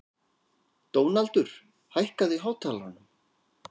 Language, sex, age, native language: Icelandic, male, 40-49, Icelandic